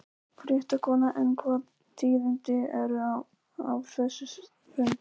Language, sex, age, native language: Icelandic, male, 11, Polish